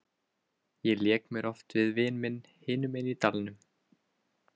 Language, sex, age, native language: Icelandic, male, 20-29, Icelandic